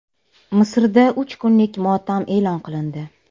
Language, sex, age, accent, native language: Uzbek, female, 35+, Toshkent shahri, Uzbek